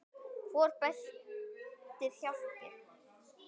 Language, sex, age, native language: Icelandic, male, 10, Icelandic